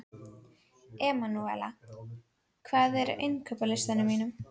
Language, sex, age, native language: Icelandic, female, 12, Icelandic